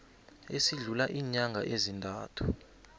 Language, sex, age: South Ndebele, male, 20